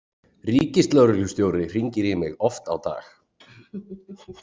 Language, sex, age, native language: Icelandic, male, 40-49, Icelandic